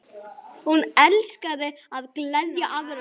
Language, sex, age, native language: Icelandic, male, 9, Icelandic